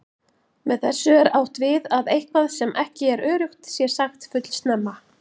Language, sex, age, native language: Icelandic, female, 40-49, Icelandic